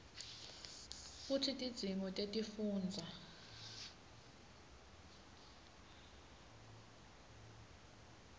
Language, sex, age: Swati, female, 19